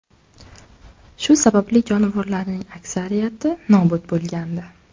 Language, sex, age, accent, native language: Uzbek, female, under 19, Navoiy, Uzbek